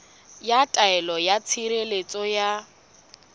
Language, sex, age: Southern Sotho, female, 20